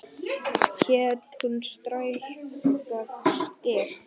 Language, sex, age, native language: Icelandic, male, 10, Icelandic